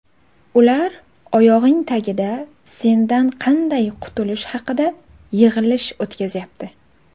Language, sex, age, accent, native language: Uzbek, female, 18-24, Toshkent viloyati, Uzbek